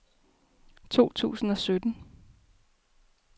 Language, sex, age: Danish, female, 33